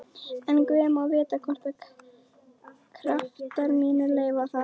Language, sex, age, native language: Icelandic, female, 11, Icelandic